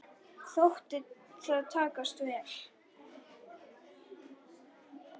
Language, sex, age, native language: Icelandic, female, 10, Icelandic